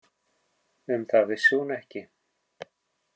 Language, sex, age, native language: Icelandic, male, 50-59, Icelandic